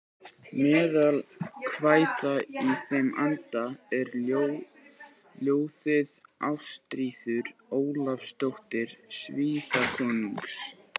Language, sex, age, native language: Icelandic, male, 18-19, Icelandic